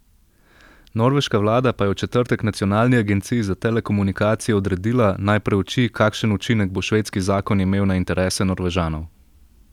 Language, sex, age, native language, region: Slovenian, male, 18-29, Slovenian, Central Slovenia